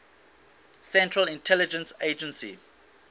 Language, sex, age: English, male, 19